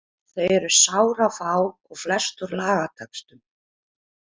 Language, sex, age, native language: Icelandic, female, 30-39, Icelandic